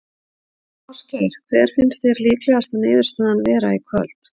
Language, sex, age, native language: Icelandic, female, 50-59, Icelandic